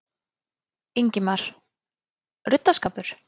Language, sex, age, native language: Icelandic, female, 20-29, Icelandic